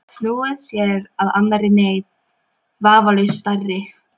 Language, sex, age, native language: Icelandic, female, 12, Polish